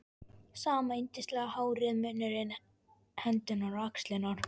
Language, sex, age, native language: Icelandic, female, 11, Icelandic